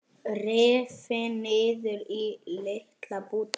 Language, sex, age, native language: Icelandic, male, 10, Icelandic